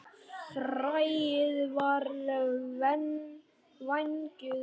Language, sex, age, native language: Icelandic, male, 9, Icelandic